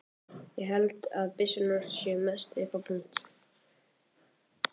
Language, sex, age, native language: Icelandic, male, 14, Icelandic